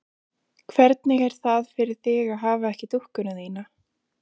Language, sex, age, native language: Icelandic, female, 20-29, Icelandic